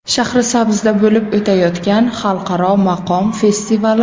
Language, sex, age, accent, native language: Uzbek, male, 25-34, Buxoro, Uzbek